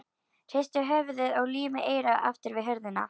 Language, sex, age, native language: Icelandic, female, 11, Icelandic